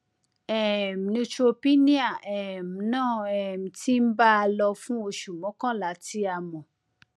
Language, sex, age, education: Yoruba, female, 30-45, tertiary